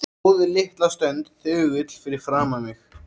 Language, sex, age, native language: Icelandic, male, 13, Icelandic